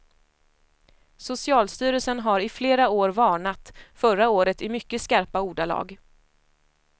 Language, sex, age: Swedish, female, 25